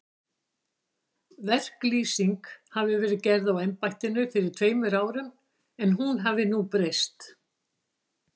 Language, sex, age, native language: Icelandic, female, 60-69, Icelandic